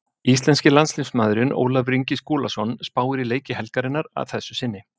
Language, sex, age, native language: Icelandic, male, 50-59, Icelandic